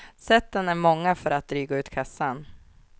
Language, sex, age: Swedish, female, 24